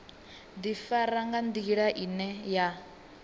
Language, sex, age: Venda, female, 18